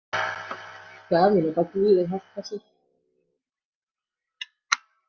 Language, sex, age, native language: Icelandic, female, 60-69, Icelandic